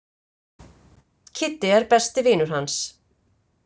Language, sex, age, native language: Icelandic, female, 50-59, Icelandic